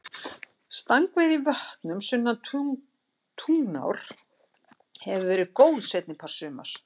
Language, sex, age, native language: Icelandic, female, 60-69, Icelandic